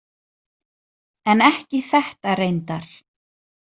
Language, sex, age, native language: Icelandic, female, 30-39, Icelandic